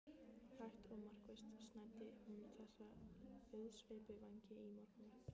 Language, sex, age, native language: Icelandic, female, 15, Icelandic